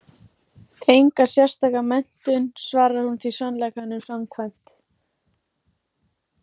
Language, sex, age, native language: Icelandic, female, 14, Icelandic